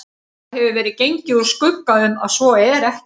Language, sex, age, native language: Icelandic, female, 50-59, Icelandic